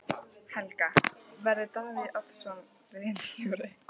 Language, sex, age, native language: Icelandic, female, 14, Icelandic